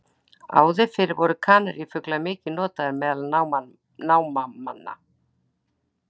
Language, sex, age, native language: Icelandic, female, 60-69, Icelandic